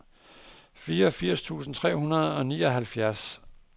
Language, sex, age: Danish, male, 59